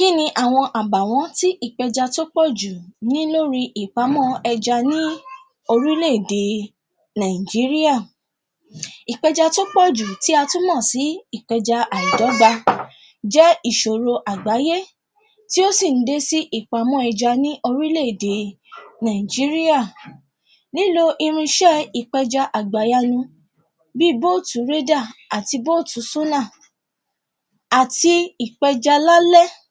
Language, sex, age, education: Yoruba, female, 15-29, tertiary